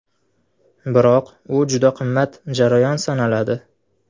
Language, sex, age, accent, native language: Uzbek, male, 18-24, Farg'ona, Uzbek